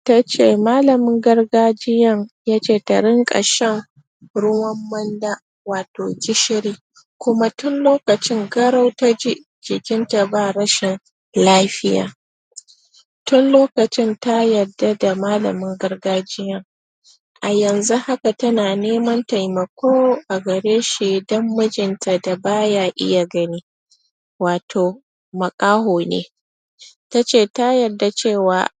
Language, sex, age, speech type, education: Hausa, female, 30-45, spontaneous, tertiary